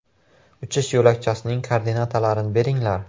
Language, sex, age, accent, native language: Uzbek, male, 18-24, Buxoro, Uzbek